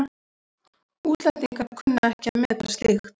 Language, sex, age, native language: Icelandic, female, 40-49, Icelandic